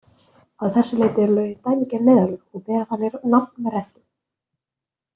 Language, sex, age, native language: Icelandic, female, 20-29, Icelandic